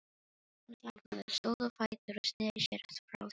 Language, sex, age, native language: Icelandic, female, 18-19, Filipino